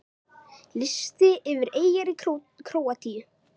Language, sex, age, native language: Icelandic, male, 9, Icelandic